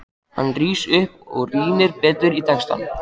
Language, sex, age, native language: Icelandic, male, 14, Icelandic